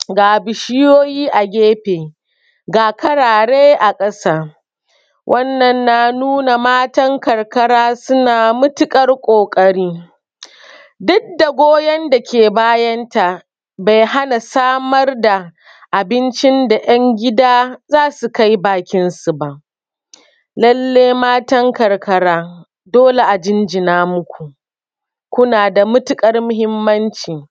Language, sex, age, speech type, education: Hausa, female, 30-45, spontaneous, secondary